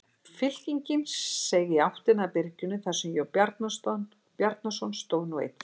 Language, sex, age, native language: Icelandic, female, 60-69, Icelandic